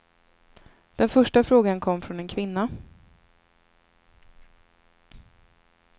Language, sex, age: Swedish, female, 26